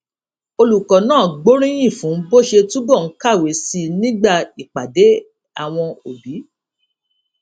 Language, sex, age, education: Yoruba, female, 46-60, tertiary